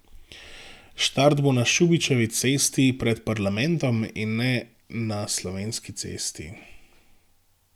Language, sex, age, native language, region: Slovenian, male, 18-29, Slovenian, Gorenjska region